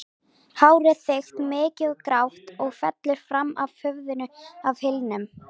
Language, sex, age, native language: Icelandic, female, 18-19, Icelandic